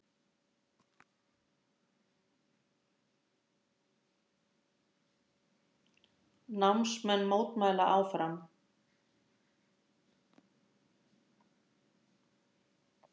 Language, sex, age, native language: Icelandic, female, 60-69, Icelandic